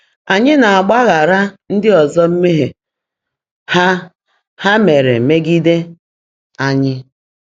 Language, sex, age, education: Igbo, female, 30-45, tertiary